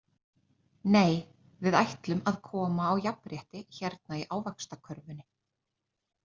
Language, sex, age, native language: Icelandic, female, 30-39, Icelandic